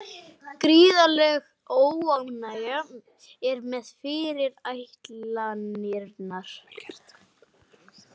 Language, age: Icelandic, 20-29